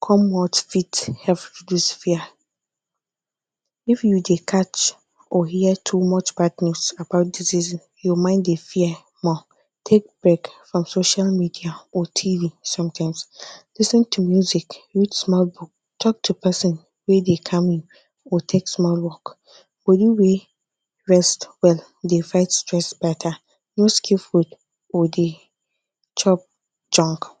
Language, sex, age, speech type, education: Nigerian Pidgin, female, 15-29, spontaneous, tertiary